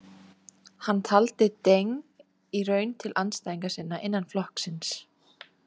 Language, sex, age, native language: Icelandic, female, 20-29, Icelandic